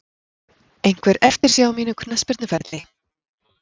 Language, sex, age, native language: Icelandic, female, 40-49, Icelandic